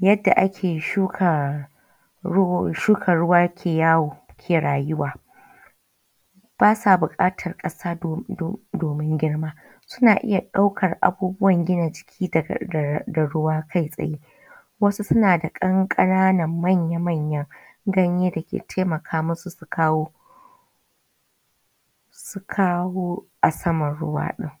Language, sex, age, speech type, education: Hausa, female, 15-29, spontaneous, tertiary